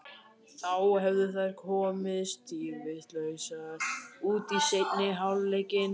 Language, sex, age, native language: Icelandic, male, 18-19, Icelandic